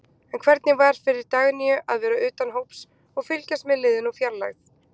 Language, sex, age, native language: Icelandic, female, 20-29, Icelandic